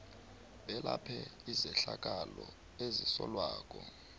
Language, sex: South Ndebele, male